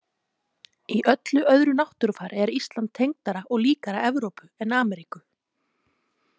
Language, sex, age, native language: Icelandic, female, 30-39, Icelandic